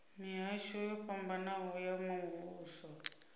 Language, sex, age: Venda, female, 26